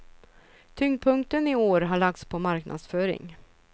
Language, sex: Swedish, female